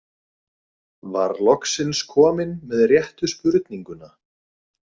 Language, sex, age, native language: Icelandic, male, 20-29, Icelandic